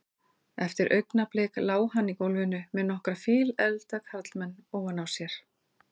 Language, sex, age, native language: Icelandic, female, 40-49, Icelandic